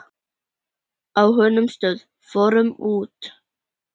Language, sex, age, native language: Icelandic, female, 10, Icelandic